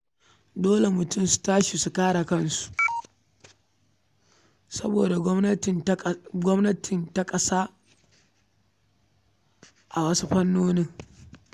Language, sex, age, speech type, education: Hausa, female, 15-29, read, primary